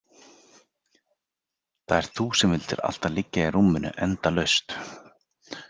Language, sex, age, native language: Icelandic, male, 40-49, Icelandic